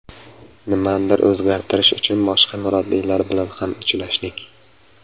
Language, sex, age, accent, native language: Uzbek, male, 25-34, Samarqand, Uzbek